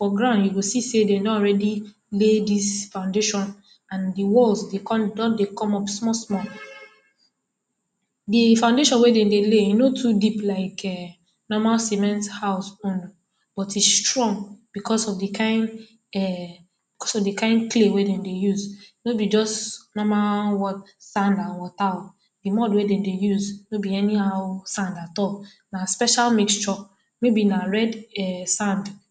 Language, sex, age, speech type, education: Nigerian Pidgin, female, 15-29, spontaneous, tertiary